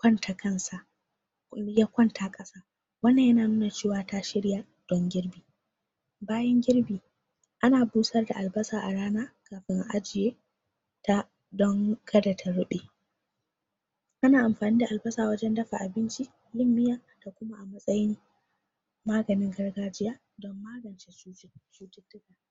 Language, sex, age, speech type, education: Hausa, female, 46-60, spontaneous, tertiary